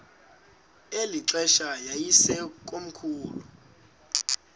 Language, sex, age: Xhosa, male, 19